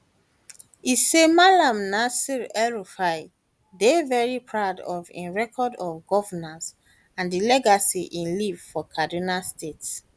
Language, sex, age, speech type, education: Nigerian Pidgin, female, 15-29, spontaneous, tertiary